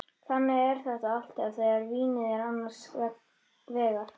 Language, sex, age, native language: Icelandic, female, 13, Icelandic